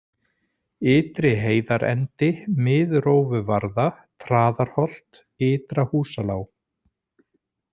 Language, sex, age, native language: Icelandic, male, 40-49, Icelandic